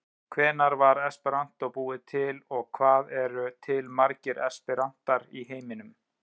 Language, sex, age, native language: Icelandic, male, 30-39, Icelandic